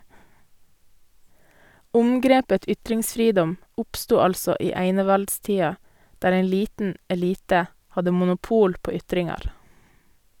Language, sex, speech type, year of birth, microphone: Norwegian, female, read, 1988, Sennheiser